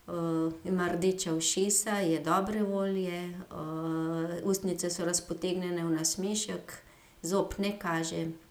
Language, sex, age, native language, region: Slovenian, female, 50-59, Slovenian, Gorenjska region